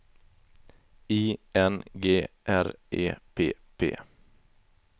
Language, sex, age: Swedish, male, 20